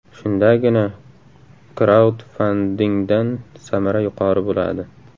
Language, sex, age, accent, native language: Uzbek, male, 18-24, Samarqand, Uzbek